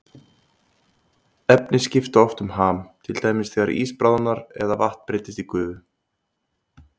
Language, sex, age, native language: Icelandic, male, 30-39, Icelandic